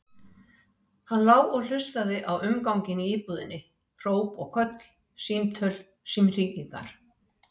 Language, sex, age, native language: Icelandic, female, 60-69, Icelandic